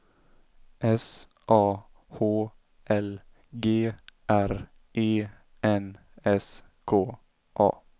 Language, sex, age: Swedish, male, 17